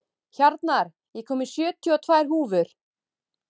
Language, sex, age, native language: Icelandic, female, 30-39, Icelandic